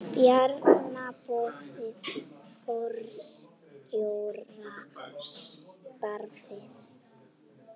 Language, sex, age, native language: Icelandic, male, 7, Icelandic